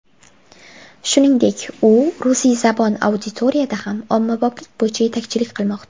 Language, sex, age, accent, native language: Uzbek, female, 18-24, Farg'ona, Uzbek